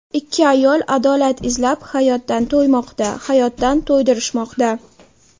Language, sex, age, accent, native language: Uzbek, female, 18-24, Toshkent shahri, Uzbek